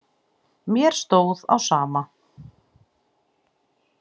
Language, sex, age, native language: Icelandic, female, 40-49, Icelandic